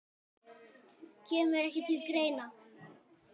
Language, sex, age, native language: Icelandic, male, 10, Icelandic